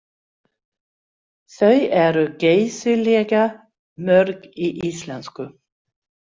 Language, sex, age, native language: Icelandic, female, 60-69, Swedish